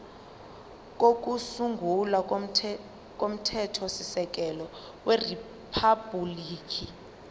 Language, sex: Zulu, female